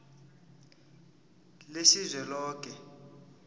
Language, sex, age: South Ndebele, male, 20